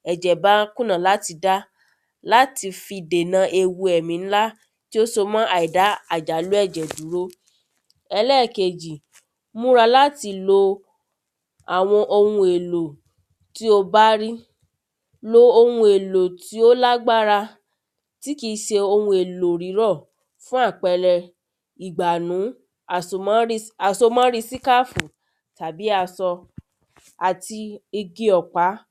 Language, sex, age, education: Yoruba, female, 30-45, tertiary